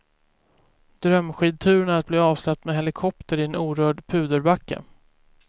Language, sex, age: Swedish, male, 24